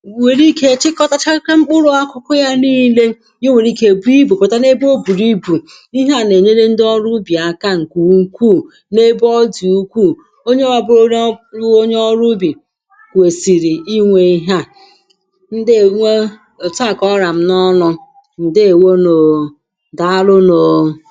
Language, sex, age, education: Igbo, female, 46-60, secondary